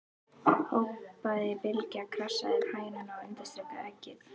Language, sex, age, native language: Icelandic, female, 11, Icelandic